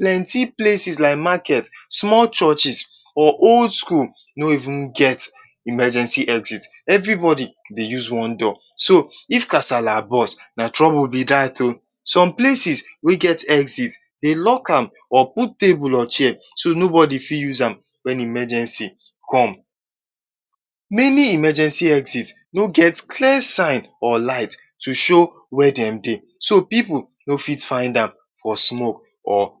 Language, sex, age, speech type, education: Nigerian Pidgin, male, 15-29, spontaneous, tertiary